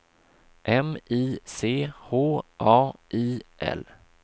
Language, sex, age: Swedish, male, 26